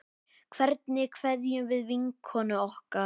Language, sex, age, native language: Icelandic, male, 10, Icelandic